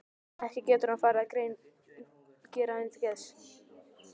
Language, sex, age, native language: Icelandic, male, 12, Icelandic